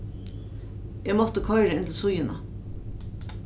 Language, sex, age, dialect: Faroese, female, 36-60, Norðuroyggjar